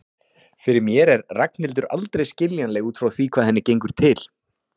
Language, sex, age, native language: Icelandic, male, 40-49, Icelandic